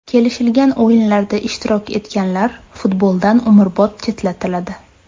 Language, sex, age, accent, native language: Uzbek, female, 25-34, Surxondaryo, Uzbek